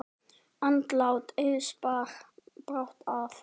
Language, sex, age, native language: Icelandic, male, 10, Icelandic